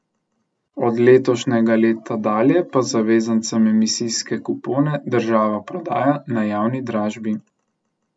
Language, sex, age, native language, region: Slovenian, male, 18-29, Slovenian, Central Slovenia